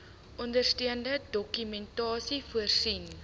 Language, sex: Afrikaans, female